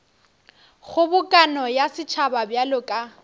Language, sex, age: Northern Sotho, female, 18